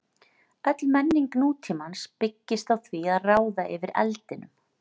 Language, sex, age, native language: Icelandic, female, 40-49, Icelandic